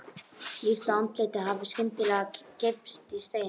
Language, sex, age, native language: Icelandic, male, 12, Icelandic